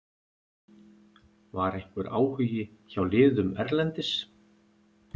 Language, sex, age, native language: Icelandic, male, 50-59, Icelandic